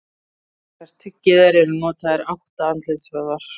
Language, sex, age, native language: Icelandic, female, 30-39, Icelandic